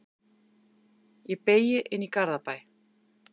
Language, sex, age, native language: Icelandic, female, 50-59, Icelandic